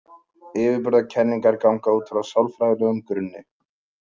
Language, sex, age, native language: Icelandic, male, 20-29, Icelandic